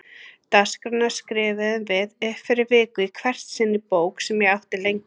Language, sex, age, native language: Icelandic, female, 30-39, Icelandic